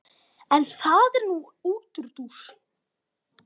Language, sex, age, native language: Icelandic, female, 50-59, Icelandic